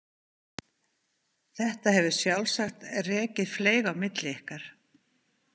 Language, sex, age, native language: Icelandic, female, 50-59, Icelandic